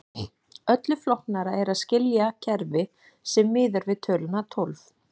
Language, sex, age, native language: Icelandic, female, 40-49, Icelandic